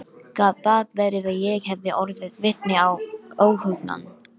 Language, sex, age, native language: Icelandic, female, 12, Icelandic